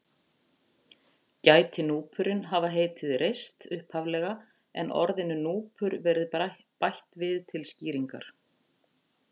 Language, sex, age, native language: Icelandic, female, 50-59, Icelandic